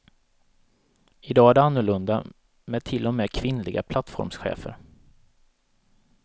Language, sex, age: Swedish, male, 37